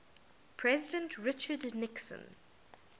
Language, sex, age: English, female, 19